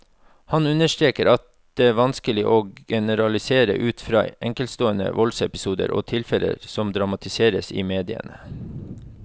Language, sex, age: Norwegian, male, 36